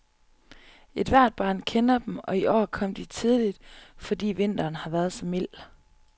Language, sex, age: Danish, female, 25